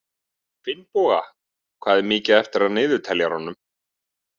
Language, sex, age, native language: Icelandic, male, 30-39, Icelandic